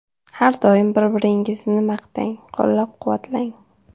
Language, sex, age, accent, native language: Uzbek, female, 12-17, Toshkent shahri, Uzbek